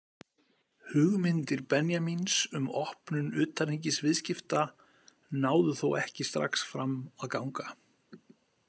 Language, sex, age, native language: Icelandic, male, 50-59, Icelandic